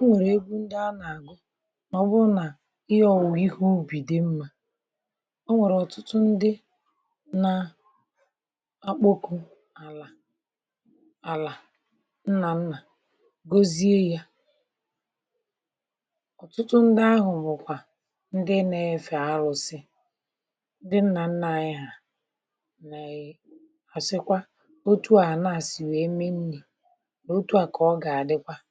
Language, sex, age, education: Igbo, male, 60+, tertiary